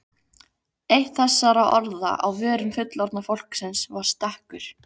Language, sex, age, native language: Icelandic, female, 15, Icelandic